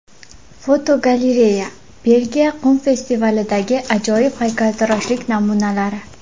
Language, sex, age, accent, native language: Uzbek, female, 18-24, Farg'ona, Uzbek